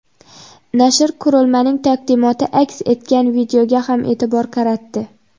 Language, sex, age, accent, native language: Uzbek, female, under 19, Xorazm, Uzbek